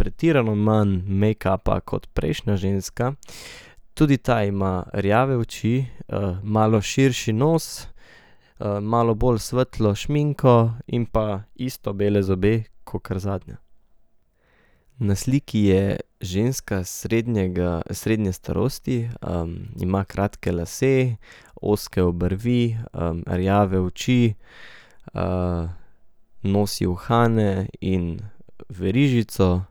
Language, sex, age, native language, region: Slovenian, male, 18-29, Slovenian, Central Slovenia